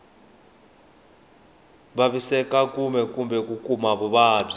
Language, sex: Tsonga, male